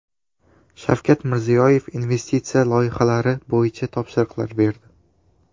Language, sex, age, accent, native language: Uzbek, male, 12-17, Toshkent shahri, Uzbek